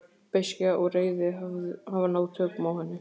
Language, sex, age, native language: Icelandic, male, 15, Icelandic